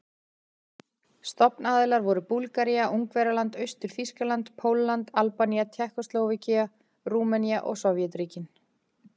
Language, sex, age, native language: Icelandic, female, 40-49, Icelandic